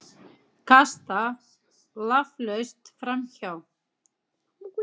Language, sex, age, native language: Icelandic, female, 30-39, Icelandic